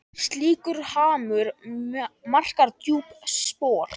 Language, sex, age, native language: Icelandic, male, 10, Icelandic